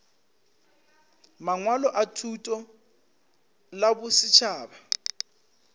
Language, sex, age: Northern Sotho, male, 25